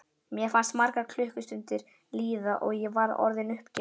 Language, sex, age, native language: Icelandic, male, 11, Icelandic